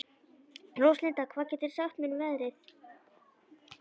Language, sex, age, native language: Icelandic, female, 11, Icelandic